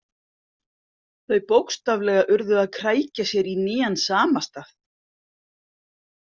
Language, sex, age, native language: Icelandic, female, 50-59, Icelandic